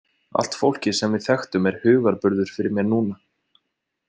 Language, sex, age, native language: Icelandic, male, 20-29, Icelandic